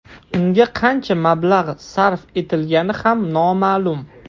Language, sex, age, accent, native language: Uzbek, male, 18-24, Toshkent shahri, Russian